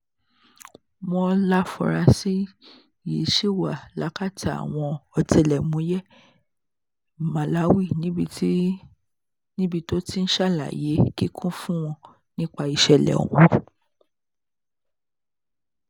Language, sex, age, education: Yoruba, female, 30-45, tertiary